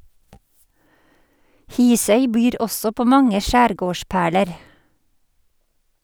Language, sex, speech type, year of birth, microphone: Norwegian, female, read, 1958, Sennheiser